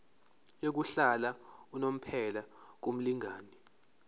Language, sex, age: Zulu, male, 23